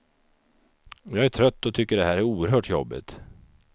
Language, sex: Swedish, male